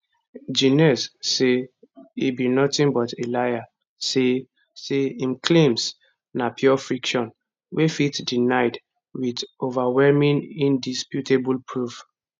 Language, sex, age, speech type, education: Nigerian Pidgin, male, 15-29, spontaneous, tertiary